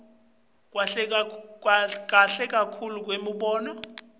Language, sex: Swati, male